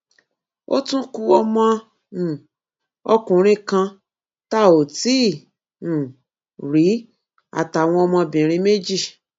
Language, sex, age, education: Yoruba, female, 46-60, tertiary